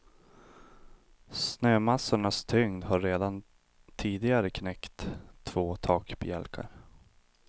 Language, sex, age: Swedish, male, 25